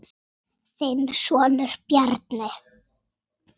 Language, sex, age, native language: Icelandic, female, 6, Icelandic